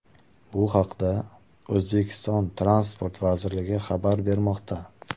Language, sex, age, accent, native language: Uzbek, male, 18-24, Surxondaryo, Uzbek